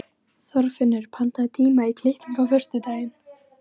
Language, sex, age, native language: Icelandic, female, 13, Icelandic